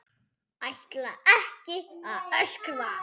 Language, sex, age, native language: Icelandic, male, 6, Icelandic